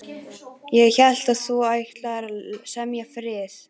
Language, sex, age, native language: Icelandic, female, 12, Icelandic